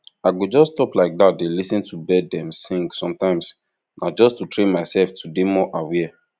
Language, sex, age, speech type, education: Nigerian Pidgin, male, 15-29, spontaneous, tertiary